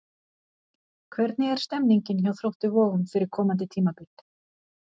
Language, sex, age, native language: Icelandic, female, 50-59, Icelandic